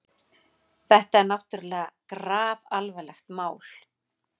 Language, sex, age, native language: Icelandic, female, 40-49, Icelandic